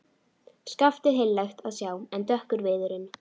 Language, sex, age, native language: Icelandic, female, 12, Icelandic